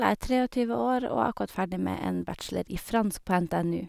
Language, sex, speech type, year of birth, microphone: Norwegian, female, spontaneous, 1989, Sennheiser